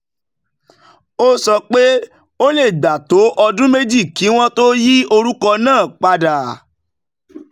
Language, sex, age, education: Yoruba, male, 30-45, tertiary